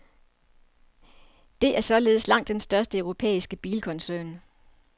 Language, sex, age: Danish, female, 47